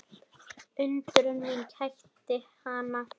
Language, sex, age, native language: Icelandic, female, 10, Icelandic